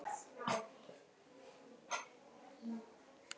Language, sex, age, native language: Icelandic, male, 9, Icelandic